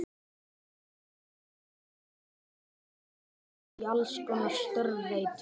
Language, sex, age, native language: Icelandic, male, 18-19, Icelandic